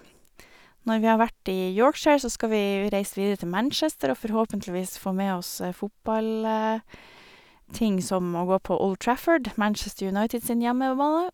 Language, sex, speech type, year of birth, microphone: Norwegian, female, spontaneous, 1973, Sennheiser